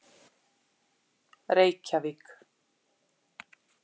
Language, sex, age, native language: Icelandic, female, 40-49, Icelandic